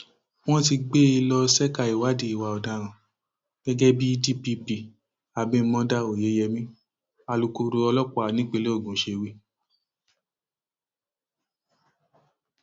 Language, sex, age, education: Yoruba, male, 15-29, tertiary